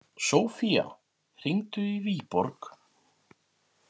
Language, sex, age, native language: Icelandic, male, 50-59, Icelandic